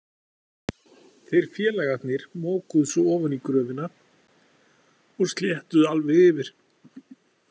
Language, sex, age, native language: Icelandic, male, 40-49, Icelandic